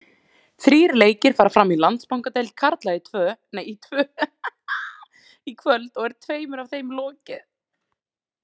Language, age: Icelandic, 20-29